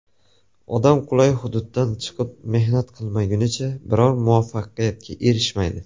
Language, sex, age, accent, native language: Uzbek, male, 19-29, Farg'ona, Uzbek